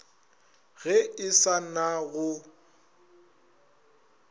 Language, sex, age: Northern Sotho, male, 22